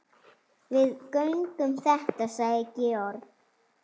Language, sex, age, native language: Icelandic, female, 7, Icelandic